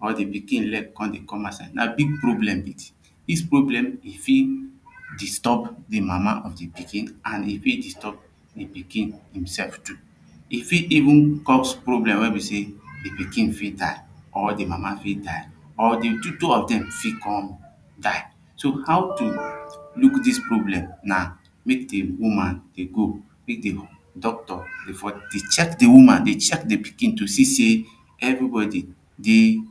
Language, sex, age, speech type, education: Nigerian Pidgin, male, 30-45, spontaneous, tertiary